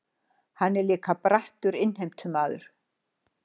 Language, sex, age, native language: Icelandic, female, 60-69, Icelandic